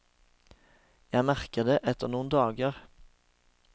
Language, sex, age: Norwegian, male, 36